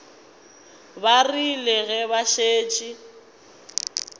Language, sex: Northern Sotho, female